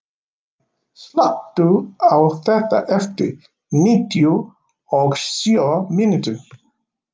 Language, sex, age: Icelandic, male, 50-59